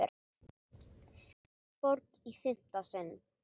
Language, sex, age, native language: Icelandic, female, 40-49, Icelandic